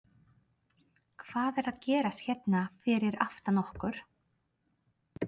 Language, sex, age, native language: Icelandic, female, 30-39, Polish